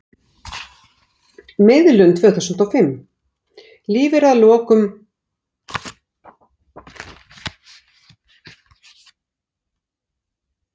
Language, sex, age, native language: Icelandic, female, 60-69, Icelandic